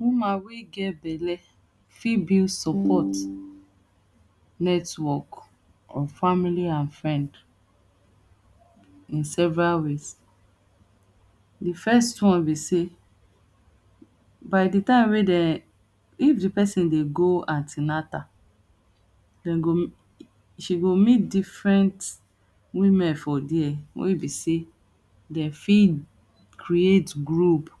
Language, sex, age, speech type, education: Nigerian Pidgin, female, 30-45, spontaneous, tertiary